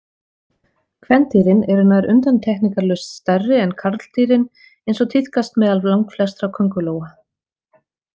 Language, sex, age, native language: Icelandic, female, 40-49, Icelandic